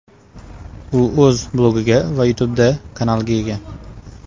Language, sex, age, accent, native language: Uzbek, male, 25-34, Toshkent viloyati, Uzbek